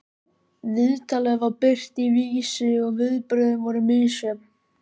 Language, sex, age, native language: Icelandic, male, 13, Icelandic